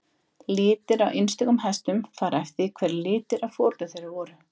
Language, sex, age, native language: Icelandic, female, 20-29, Icelandic